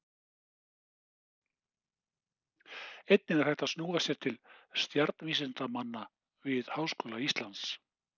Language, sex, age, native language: Icelandic, male, 60-69, Icelandic